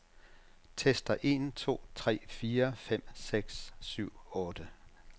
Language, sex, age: Danish, male, 67